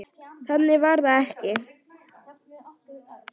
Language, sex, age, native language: Icelandic, male, 9, Icelandic